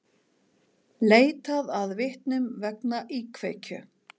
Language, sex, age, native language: Icelandic, female, 40-49, Icelandic